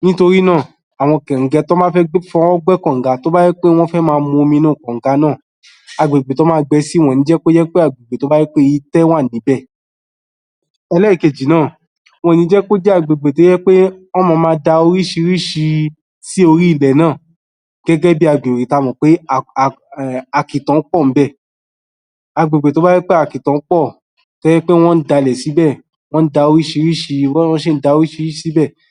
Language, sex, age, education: Yoruba, male, 30-45, tertiary